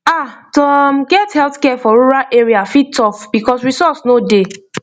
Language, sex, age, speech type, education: Nigerian Pidgin, female, 15-29, spontaneous, tertiary